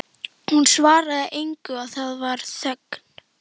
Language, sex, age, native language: Icelandic, female, 11, Icelandic